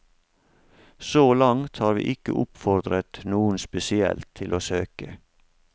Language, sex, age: Norwegian, male, 47